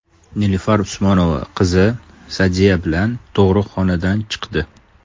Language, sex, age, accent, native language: Uzbek, male, 35+, Toshkent shahri, Uzbek